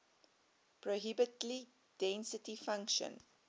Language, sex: English, female